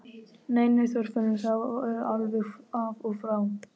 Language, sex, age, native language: Icelandic, female, 12, Icelandic